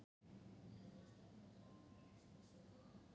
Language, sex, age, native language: Icelandic, female, 8, Icelandic